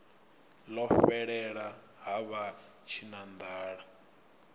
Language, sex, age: Venda, male, 24